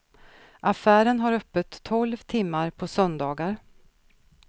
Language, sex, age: Swedish, female, 46